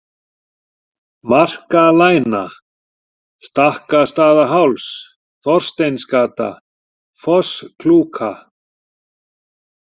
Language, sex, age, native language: Icelandic, male, 40-49, Icelandic